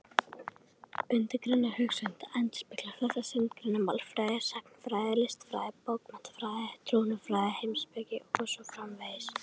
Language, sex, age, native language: Icelandic, female, 30-39, Icelandic